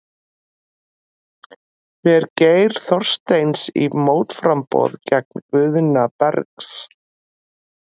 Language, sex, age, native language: Icelandic, female, 40-49, Icelandic